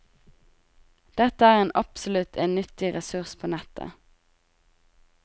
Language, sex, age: Norwegian, female, 20